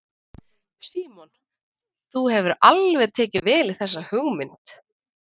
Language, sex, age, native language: Icelandic, female, 20-29, Icelandic